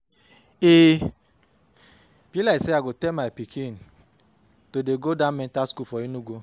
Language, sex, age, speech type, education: Nigerian Pidgin, male, 30-45, spontaneous, tertiary